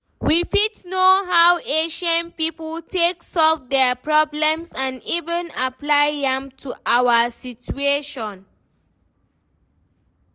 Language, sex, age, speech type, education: Nigerian Pidgin, female, 15-29, read, tertiary